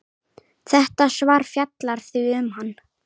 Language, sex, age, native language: Icelandic, female, 18-19, Icelandic